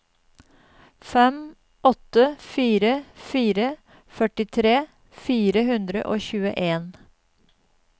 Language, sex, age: Norwegian, female, 52